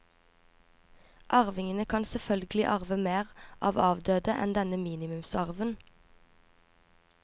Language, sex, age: Norwegian, female, 24